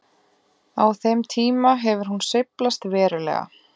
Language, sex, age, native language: Icelandic, female, 20-29, Icelandic